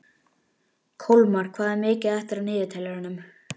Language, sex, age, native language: Icelandic, male, 11, Icelandic